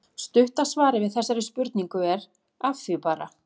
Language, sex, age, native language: Icelandic, female, 40-49, Icelandic